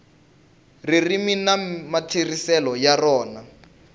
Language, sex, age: Tsonga, male, 19